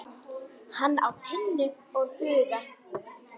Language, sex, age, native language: Icelandic, female, 9, Icelandic